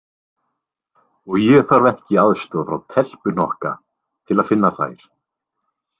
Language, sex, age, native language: Icelandic, male, 20-29, Icelandic